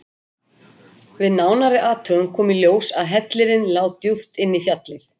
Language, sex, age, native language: Icelandic, female, 50-59, Icelandic